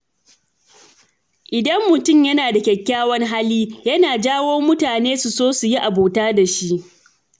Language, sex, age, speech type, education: Hausa, female, 30-45, read, tertiary